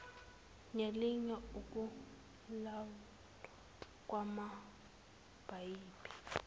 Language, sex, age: Zulu, female, 19